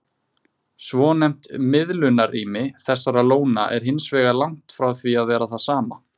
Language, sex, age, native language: Icelandic, male, 20-29, Icelandic